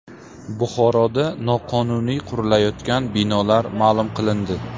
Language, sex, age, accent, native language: Uzbek, male, 25-34, Farg'ona, Uzbek